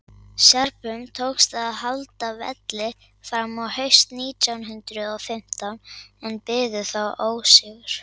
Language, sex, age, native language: Icelandic, male, 50-59, Icelandic